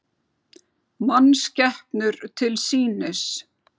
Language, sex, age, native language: Icelandic, female, 40-49, Icelandic